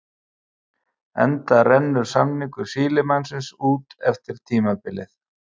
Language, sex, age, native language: Icelandic, male, 50-59, Icelandic